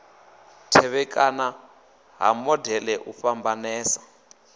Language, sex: Venda, male